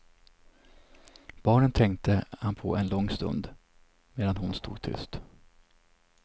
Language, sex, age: Swedish, male, 27